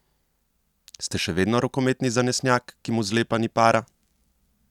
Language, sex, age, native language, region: Slovenian, male, 30-49, Slovenian, Central Slovenia